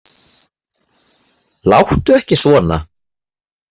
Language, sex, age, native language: Icelandic, male, 30-39, Icelandic